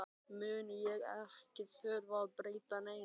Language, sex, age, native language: Icelandic, male, 12, Icelandic